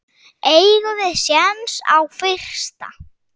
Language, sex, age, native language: Icelandic, male, 7, Icelandic